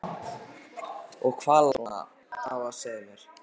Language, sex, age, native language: Icelandic, other, 13, Icelandic